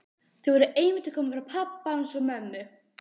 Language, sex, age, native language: Icelandic, female, 12, Icelandic